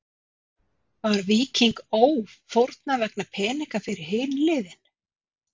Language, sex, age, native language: Icelandic, female, 50-59, Icelandic